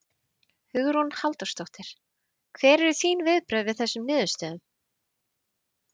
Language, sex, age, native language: Icelandic, female, 30-39, Icelandic